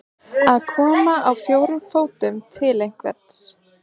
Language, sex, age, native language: Icelandic, female, 20-29, Icelandic